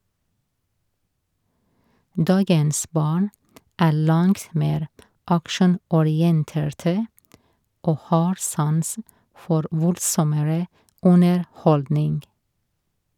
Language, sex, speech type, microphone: Norwegian, female, read, Shure